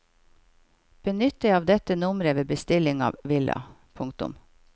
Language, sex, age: Norwegian, female, 51